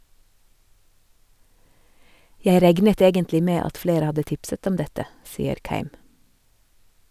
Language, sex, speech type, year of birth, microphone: Norwegian, female, read, 1970, Sennheiser